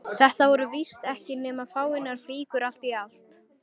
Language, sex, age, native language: Icelandic, female, 13, Icelandic